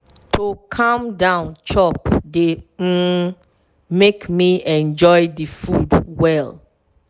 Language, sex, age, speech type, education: Nigerian Pidgin, female, 30-45, spontaneous, tertiary